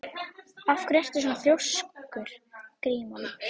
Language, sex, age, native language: Icelandic, female, 12, Icelandic